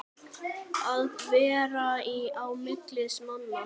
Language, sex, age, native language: Icelandic, male, 8, Icelandic